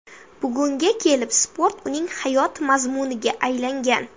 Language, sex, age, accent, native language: Uzbek, female, under 19, Samarqand, Uzbek